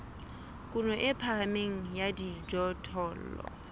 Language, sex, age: Southern Sotho, female, 25